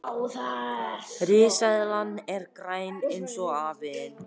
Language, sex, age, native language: Icelandic, female, 18-19, Icelandic